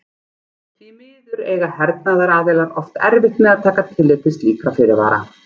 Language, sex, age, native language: Icelandic, female, 40-49, Icelandic